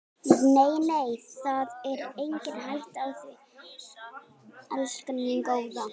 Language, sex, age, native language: Icelandic, female, 18-19, Icelandic